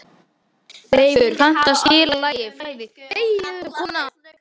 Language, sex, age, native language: Icelandic, male, 13, Icelandic